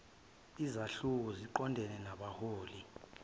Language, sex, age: Zulu, male, 23